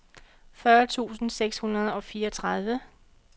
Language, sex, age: Danish, female, 45